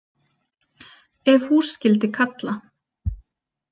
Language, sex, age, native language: Icelandic, female, 30-39, Icelandic